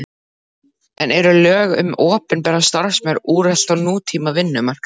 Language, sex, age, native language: Icelandic, male, 12, Icelandic